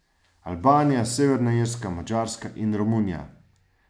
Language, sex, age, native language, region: Slovenian, male, 30-49, Slovenian, Savinja region